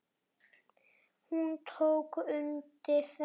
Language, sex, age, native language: Icelandic, female, 7, Icelandic